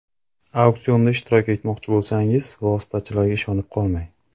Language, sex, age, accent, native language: Uzbek, male, 25-34, Andijon, Uzbek